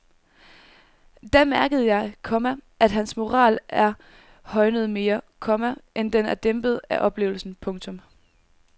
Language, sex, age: Danish, female, 19